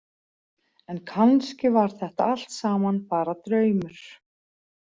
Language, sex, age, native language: Icelandic, female, 40-49, Icelandic